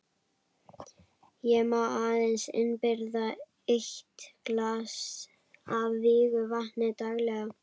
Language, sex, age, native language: Icelandic, female, 11, Icelandic